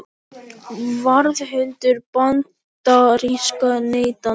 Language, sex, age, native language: Icelandic, male, 18-19, Icelandic